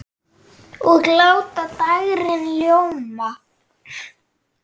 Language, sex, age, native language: Icelandic, female, 9, Icelandic